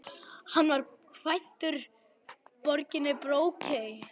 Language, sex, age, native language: Icelandic, male, 11, Icelandic